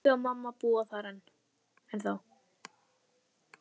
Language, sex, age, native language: Icelandic, female, 11, Icelandic